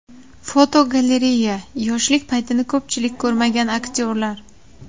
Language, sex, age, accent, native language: Uzbek, female, 18-24, Surxondaryo, Uzbek